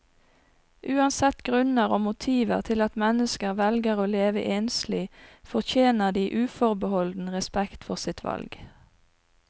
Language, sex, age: Norwegian, female, 42